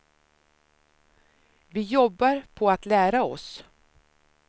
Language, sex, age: Swedish, female, 53